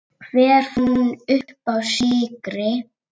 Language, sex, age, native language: Icelandic, female, 8, Icelandic